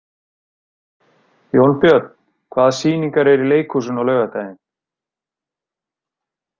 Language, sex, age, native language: Icelandic, male, 30-39, Icelandic